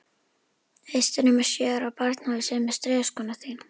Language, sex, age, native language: Icelandic, female, 11, Icelandic